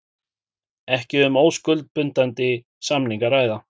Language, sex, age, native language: Icelandic, male, 40-49, Icelandic